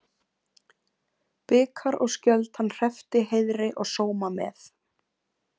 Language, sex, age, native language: Icelandic, female, 20-29, Icelandic